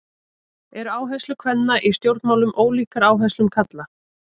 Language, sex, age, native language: Icelandic, female, 30-39, Icelandic